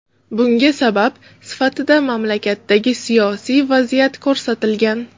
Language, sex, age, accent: Uzbek, female, 35+, Toshkent shahri